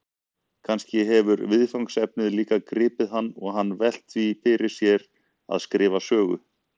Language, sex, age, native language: Icelandic, male, 40-49, Icelandic